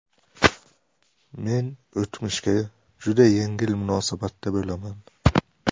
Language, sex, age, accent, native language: Uzbek, male, 18-24, Samarqand, Uzbek